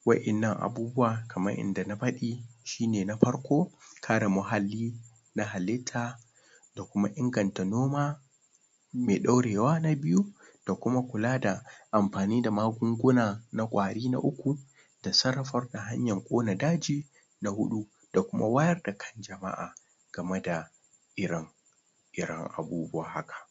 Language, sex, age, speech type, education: Hausa, male, 30-45, spontaneous, tertiary